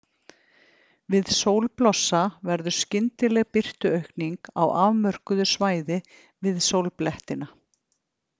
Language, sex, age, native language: Icelandic, female, 50-59, Icelandic